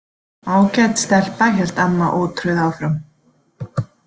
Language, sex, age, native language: Icelandic, female, 40-49, Icelandic